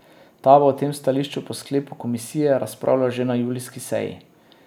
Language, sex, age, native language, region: Slovenian, male, 30-49, Slovenian, Drava region